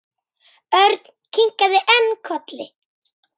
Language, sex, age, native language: Icelandic, female, 9, Icelandic